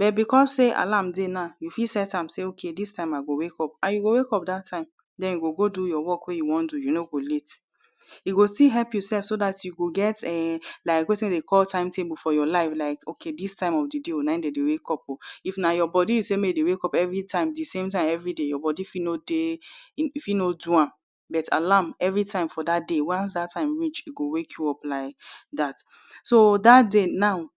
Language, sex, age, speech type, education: Nigerian Pidgin, female, 30-45, spontaneous, tertiary